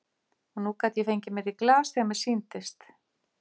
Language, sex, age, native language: Icelandic, female, 50-59, Icelandic